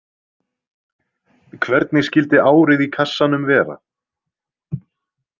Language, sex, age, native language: Icelandic, male, 20-29, Icelandic